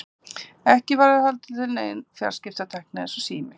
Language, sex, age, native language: Icelandic, female, 50-59, Icelandic